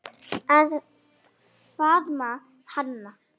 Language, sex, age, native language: Icelandic, female, 9, Icelandic